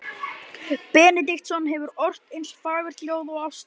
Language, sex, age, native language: Icelandic, male, 12, Icelandic